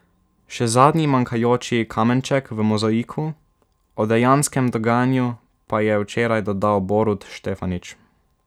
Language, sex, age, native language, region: Slovenian, male, 12-17, Slovenian, Savinja region